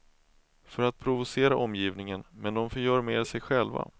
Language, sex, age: Swedish, male, 31